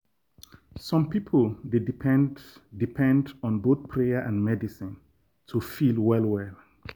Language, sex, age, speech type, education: Nigerian Pidgin, male, 30-45, spontaneous, tertiary